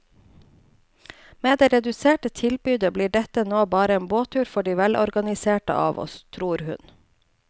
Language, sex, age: Norwegian, female, 29